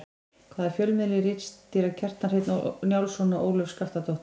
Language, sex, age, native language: Icelandic, female, 20-29, Icelandic